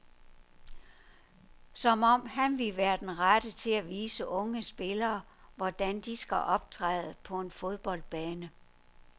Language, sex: Danish, female